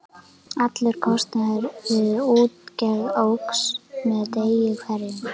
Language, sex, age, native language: Icelandic, female, 11, Icelandic